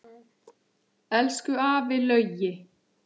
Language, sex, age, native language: Icelandic, male, 8, Icelandic